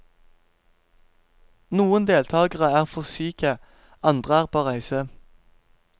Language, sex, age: Norwegian, male, 17